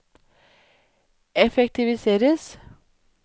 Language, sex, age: Norwegian, female, 31